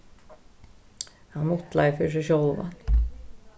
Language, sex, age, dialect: Faroese, female, 36-60, Norðurstreymoy/Eysturoy